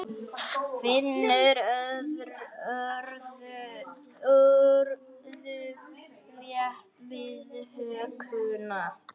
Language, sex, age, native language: Icelandic, female, 9, Icelandic